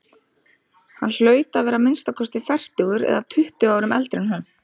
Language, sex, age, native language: Icelandic, female, 30-39, Icelandic